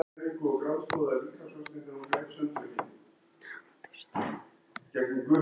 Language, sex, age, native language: Icelandic, female, 11, Icelandic